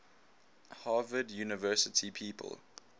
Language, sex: English, male